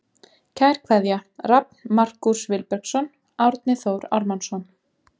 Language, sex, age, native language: Icelandic, female, 20-29, Icelandic